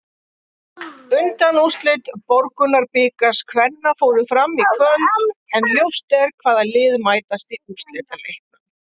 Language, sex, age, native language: Icelandic, female, 40-49, Icelandic